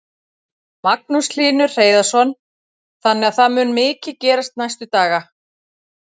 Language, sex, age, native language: Icelandic, female, 40-49, Icelandic